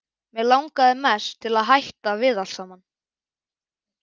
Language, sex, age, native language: Icelandic, male, 11, Icelandic